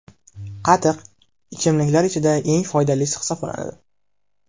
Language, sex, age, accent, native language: Uzbek, male, 18-24, Namangan, Uzbek